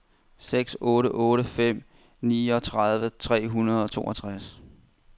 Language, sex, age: Danish, male, 31